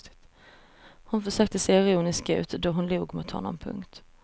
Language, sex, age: Swedish, female, 34